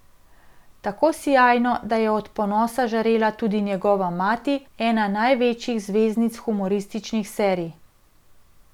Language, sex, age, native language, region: Slovenian, female, 30-49, Slovenian, Central Slovenia